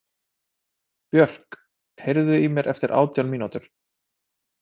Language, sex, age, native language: Icelandic, male, 30-39, Icelandic